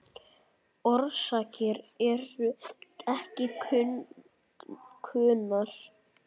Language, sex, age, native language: Icelandic, male, 9, Icelandic